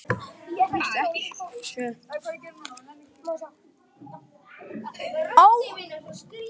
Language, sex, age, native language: Icelandic, male, 10, Icelandic